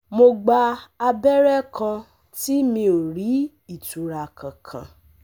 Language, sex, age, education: Yoruba, female, 15-29, tertiary